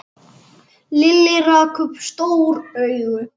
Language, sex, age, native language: Icelandic, male, 8, Icelandic